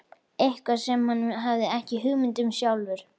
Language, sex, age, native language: Icelandic, female, 11, Icelandic